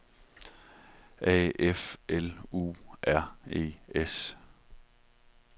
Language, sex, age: Danish, male, 31